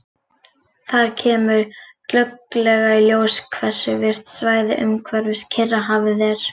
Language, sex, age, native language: Icelandic, female, 40-49, Icelandic